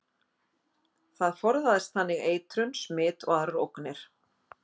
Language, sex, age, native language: Icelandic, female, 50-59, Icelandic